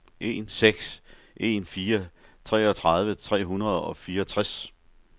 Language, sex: Danish, male